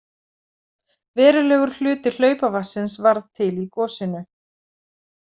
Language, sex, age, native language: Icelandic, female, 40-49, Icelandic